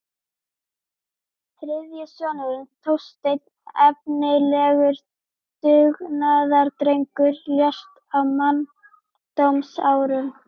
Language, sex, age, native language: Icelandic, female, 12, Icelandic